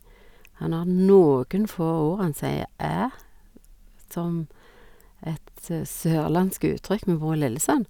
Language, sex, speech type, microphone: Norwegian, female, spontaneous, Sennheiser